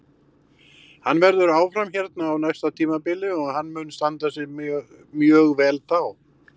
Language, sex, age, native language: Icelandic, male, 60-69, Icelandic